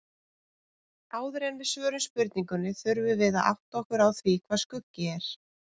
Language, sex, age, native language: Icelandic, female, 30-39, Icelandic